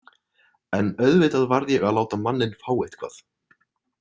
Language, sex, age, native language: Icelandic, male, 20-29, Icelandic